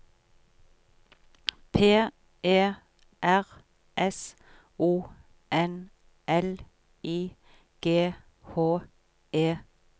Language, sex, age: Norwegian, female, 43